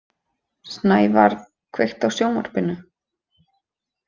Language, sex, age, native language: Icelandic, female, 30-39, Icelandic